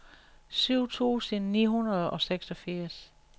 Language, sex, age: Danish, female, 61